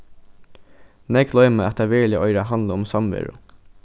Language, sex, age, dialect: Faroese, male, 15-35, Norðurstreymoy/Eysturoy